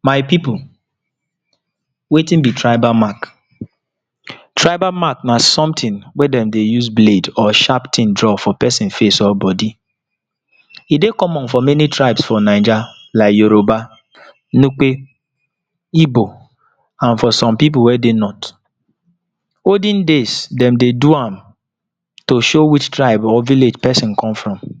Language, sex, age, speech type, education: Nigerian Pidgin, male, 46-60, spontaneous, tertiary